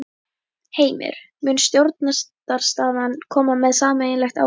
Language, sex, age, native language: Icelandic, female, 11, Icelandic